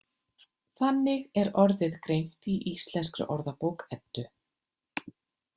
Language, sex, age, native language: Icelandic, female, 50-59, Icelandic